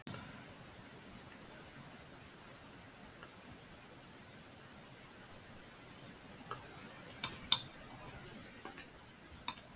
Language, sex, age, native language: Icelandic, female, 60-69, Icelandic